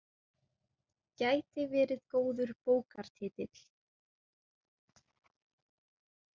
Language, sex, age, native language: Icelandic, female, 18-19, Icelandic